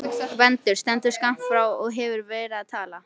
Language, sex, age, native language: Icelandic, female, 13, Icelandic